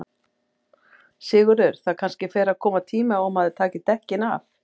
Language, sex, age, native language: Icelandic, female, 40-49, Icelandic